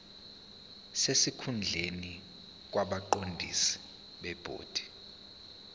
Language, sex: Zulu, male